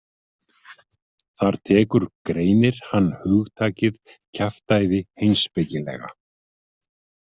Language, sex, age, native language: Icelandic, male, 50-59, Icelandic